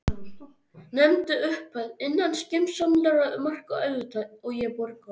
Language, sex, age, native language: Icelandic, male, 13, Icelandic